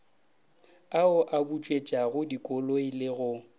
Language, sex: Northern Sotho, male